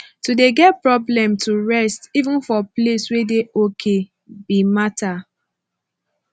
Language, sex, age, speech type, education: Nigerian Pidgin, female, 15-29, spontaneous, tertiary